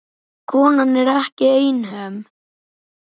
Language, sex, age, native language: Icelandic, male, 9, Icelandic